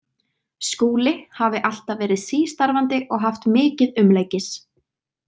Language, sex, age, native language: Icelandic, female, 20-29, Icelandic